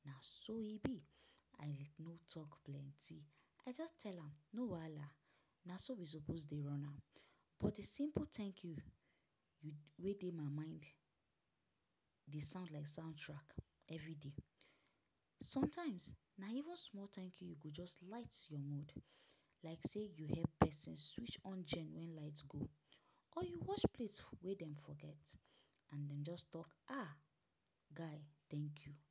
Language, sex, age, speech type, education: Nigerian Pidgin, female, 15-29, spontaneous, tertiary